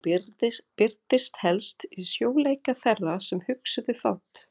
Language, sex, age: Icelandic, female, 40-49